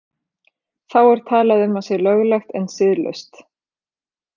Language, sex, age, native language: Icelandic, female, 30-39, Icelandic